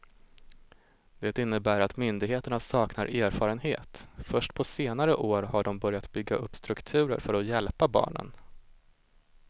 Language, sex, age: Swedish, male, 25